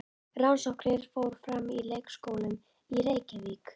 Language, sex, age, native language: Icelandic, female, 11, Icelandic